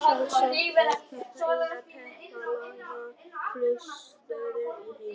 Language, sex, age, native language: Icelandic, male, 11, Vietnamese